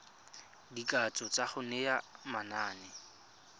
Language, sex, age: Tswana, male, 25